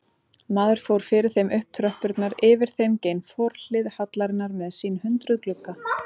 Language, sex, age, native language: Icelandic, female, 30-39, Icelandic